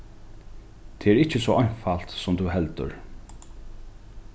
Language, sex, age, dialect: Faroese, male, 36-60, Norðuroyggjar